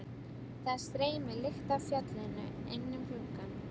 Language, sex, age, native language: Icelandic, female, 12, Icelandic